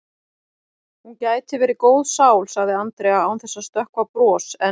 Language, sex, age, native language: Icelandic, female, 40-49, Icelandic